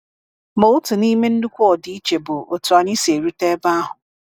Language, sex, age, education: Igbo, female, 30-45, tertiary